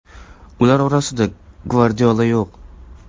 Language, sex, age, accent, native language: Uzbek, male, 18-24, Navoiy, Uzbek